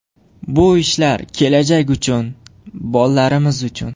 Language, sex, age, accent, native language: Uzbek, male, 18-24, Jizzax, Uzbek